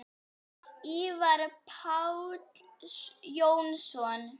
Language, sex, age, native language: Icelandic, female, 8, Icelandic